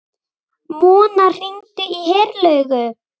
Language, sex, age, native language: Icelandic, female, 18-19, Icelandic